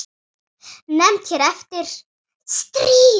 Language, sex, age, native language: Icelandic, female, 8, Icelandic